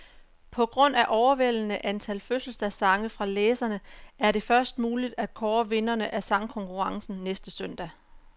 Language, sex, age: Danish, female, 34